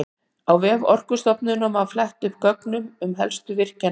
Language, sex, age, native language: Icelandic, female, 60-69, Icelandic